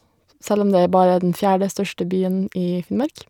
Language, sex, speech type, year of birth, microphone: Norwegian, female, spontaneous, 1991, Shure